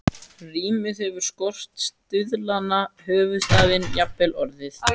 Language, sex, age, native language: Icelandic, female, 14, Icelandic